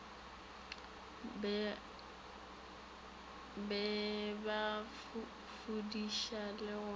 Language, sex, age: Northern Sotho, female, 18